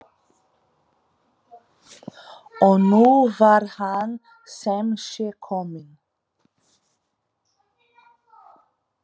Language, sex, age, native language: Icelandic, female, 40-49, Portuguese